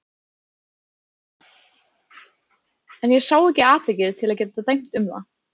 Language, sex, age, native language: Icelandic, female, 30-39, Icelandic